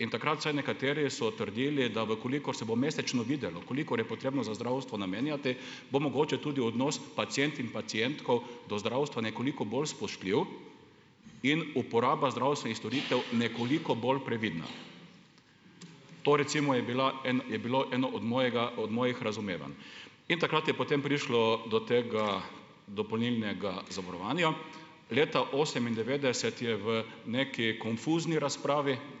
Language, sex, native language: Slovenian, male, Slovenian